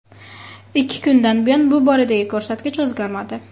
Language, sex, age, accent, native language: Uzbek, female, 18-24, Farg'ona, Uzbek